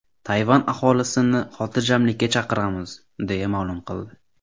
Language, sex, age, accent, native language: Uzbek, male, 18-24, Farg'ona, Uzbek